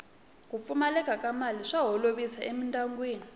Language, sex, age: Tsonga, female, 20